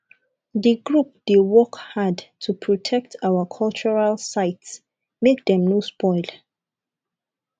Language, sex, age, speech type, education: Nigerian Pidgin, female, 15-29, spontaneous, tertiary